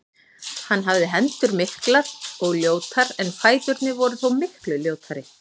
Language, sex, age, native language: Icelandic, female, 40-49, Icelandic